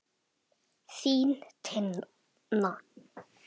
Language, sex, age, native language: Icelandic, male, 10, Icelandic